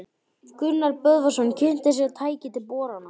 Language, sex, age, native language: Icelandic, male, 12, Icelandic